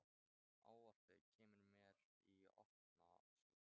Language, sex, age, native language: Icelandic, male, 13, Thai